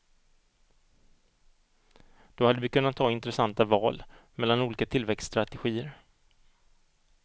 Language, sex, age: Swedish, male, 38